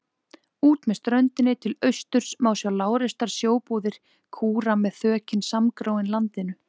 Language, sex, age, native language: Icelandic, female, 20-29, Icelandic